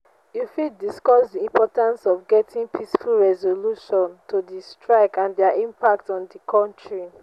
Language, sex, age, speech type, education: Nigerian Pidgin, female, 15-29, spontaneous, tertiary